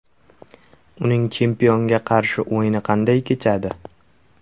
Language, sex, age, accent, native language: Uzbek, male, 18-24, Surxondaryo, Uzbek